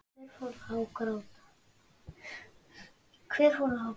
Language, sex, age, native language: Icelandic, female, 30-39, Icelandic